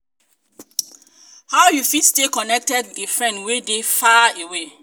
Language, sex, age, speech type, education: Nigerian Pidgin, female, 30-45, spontaneous, tertiary